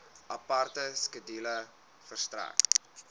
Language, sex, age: Afrikaans, male, 21